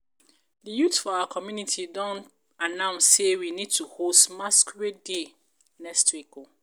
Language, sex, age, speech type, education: Nigerian Pidgin, female, 30-45, spontaneous, tertiary